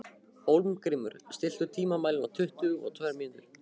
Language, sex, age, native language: Icelandic, male, 15, Icelandic